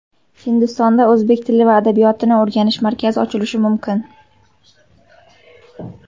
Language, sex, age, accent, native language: Uzbek, female, 18-24, Surxondaryo, Uzbek